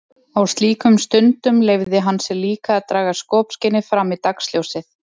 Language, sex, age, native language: Icelandic, female, 30-39, Icelandic